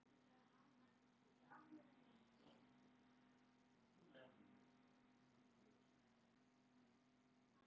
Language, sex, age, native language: Icelandic, female, 20-29, Icelandic